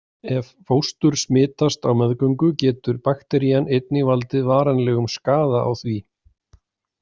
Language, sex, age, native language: Icelandic, male, 40-49, Icelandic